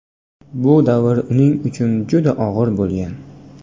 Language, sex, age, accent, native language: Uzbek, male, 18-24, Namangan, Uzbek